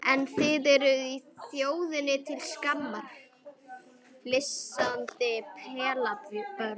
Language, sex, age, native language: Icelandic, female, 11, Icelandic